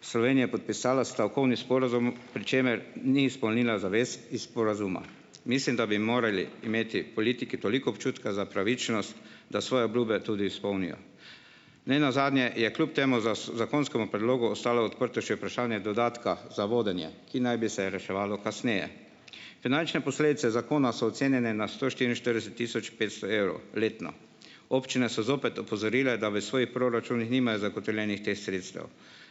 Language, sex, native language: Slovenian, male, Slovenian